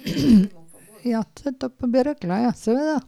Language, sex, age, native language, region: Slovenian, female, 60+, Slovenian, Drava region